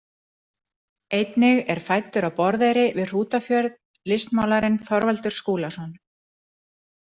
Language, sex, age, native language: Icelandic, female, 40-49, Icelandic